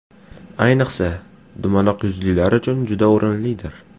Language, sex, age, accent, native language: Uzbek, male, 18-24, Farg'ona, Uzbek